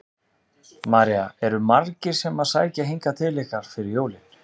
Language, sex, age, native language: Icelandic, male, 30-39, Icelandic